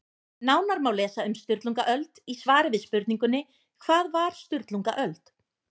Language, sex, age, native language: Icelandic, female, 20-29, Icelandic